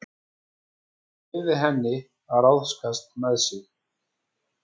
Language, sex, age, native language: Icelandic, female, 14, Icelandic